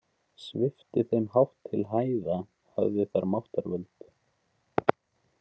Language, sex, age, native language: Icelandic, male, 20-29, Icelandic